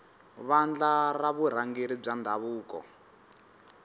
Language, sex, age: Tsonga, male, 19